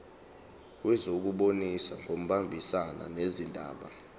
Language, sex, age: Zulu, male, 18